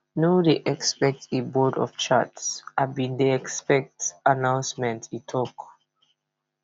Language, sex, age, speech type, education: Nigerian Pidgin, female, 15-29, spontaneous, tertiary